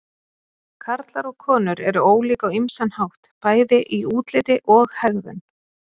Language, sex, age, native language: Icelandic, female, 30-39, Icelandic